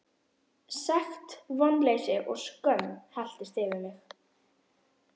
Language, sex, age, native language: Icelandic, female, 11, Icelandic